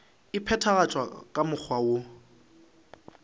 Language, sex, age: Northern Sotho, male, 23